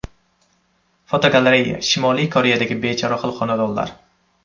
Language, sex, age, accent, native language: Uzbek, male, 12-17, Samarqand, Uzbek